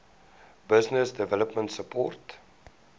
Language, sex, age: Afrikaans, male, 19